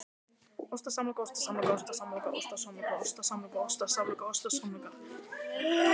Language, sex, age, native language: Icelandic, male, 18-19, Icelandic